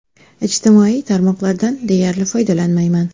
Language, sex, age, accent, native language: Uzbek, female, 30-39, Samarqand, Uzbek